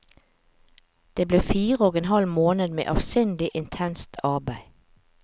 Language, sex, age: Norwegian, female, 45